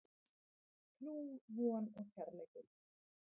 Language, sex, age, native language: Icelandic, female, 30-39, Icelandic